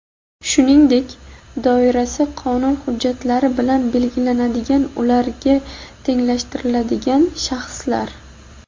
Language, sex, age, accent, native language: Uzbek, female, 19-29, Buxoro, Uzbek